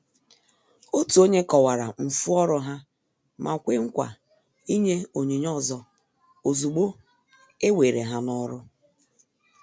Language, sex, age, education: Igbo, female, 30-45, tertiary